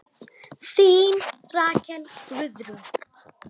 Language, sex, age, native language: Icelandic, female, 9, Icelandic